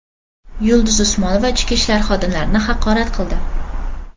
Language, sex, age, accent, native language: Uzbek, female, 12-17, Farg'ona, Uzbek